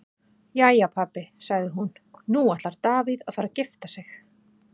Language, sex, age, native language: Icelandic, female, 40-49, Icelandic